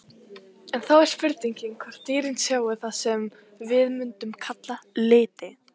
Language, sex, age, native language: Icelandic, female, 18-19, Icelandic